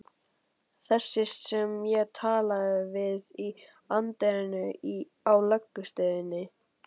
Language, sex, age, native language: Icelandic, male, 12, Icelandic